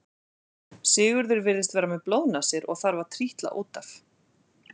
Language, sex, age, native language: Icelandic, female, 40-49, Icelandic